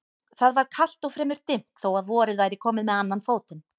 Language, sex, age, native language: Icelandic, female, 18-19, Icelandic